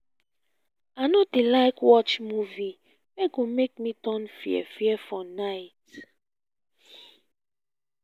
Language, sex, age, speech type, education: Nigerian Pidgin, female, 15-29, spontaneous, tertiary